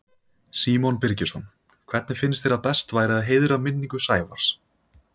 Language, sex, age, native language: Icelandic, male, 20-29, Icelandic